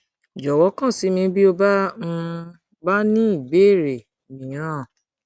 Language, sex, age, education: Yoruba, female, 15-29, tertiary